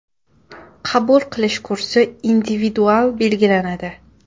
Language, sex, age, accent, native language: Uzbek, female, 18-24, Samarqand, Uzbek